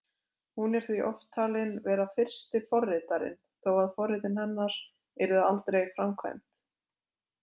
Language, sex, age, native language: Icelandic, female, 20-29, Icelandic